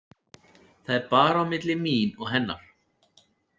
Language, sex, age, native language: Icelandic, male, 40-49, Icelandic